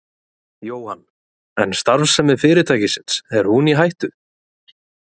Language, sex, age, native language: Icelandic, male, 20-29, Icelandic